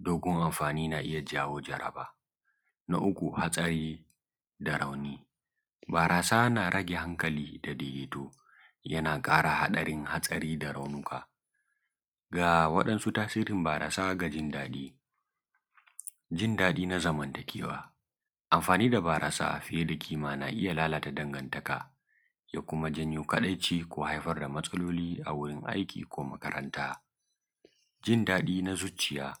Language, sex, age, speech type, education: Hausa, male, 15-29, spontaneous, secondary